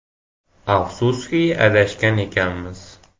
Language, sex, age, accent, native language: Uzbek, male, 18-24, Farg'ona, Uzbek